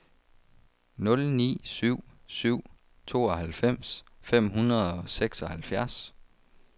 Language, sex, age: Danish, male, 35